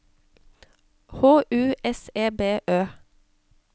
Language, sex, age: Norwegian, female, 34